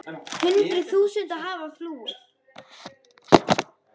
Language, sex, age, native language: Icelandic, female, 10, Icelandic